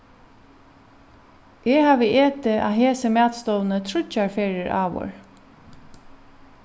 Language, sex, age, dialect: Faroese, female, 36-60, Norðuroyggjar